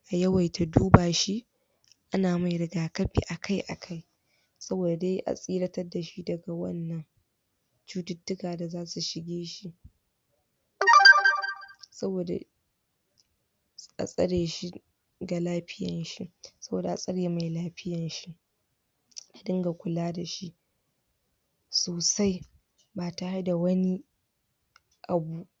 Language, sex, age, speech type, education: Hausa, female, 15-29, spontaneous, tertiary